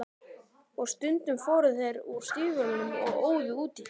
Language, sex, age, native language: Icelandic, male, 12, Icelandic